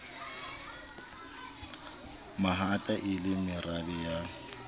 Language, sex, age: Southern Sotho, male, 26